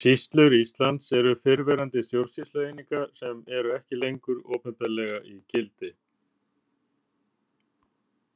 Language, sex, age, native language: Icelandic, male, 50-59, Icelandic